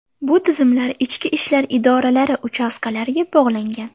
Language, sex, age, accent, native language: Uzbek, female, under 19, Sirdaryo, Uzbek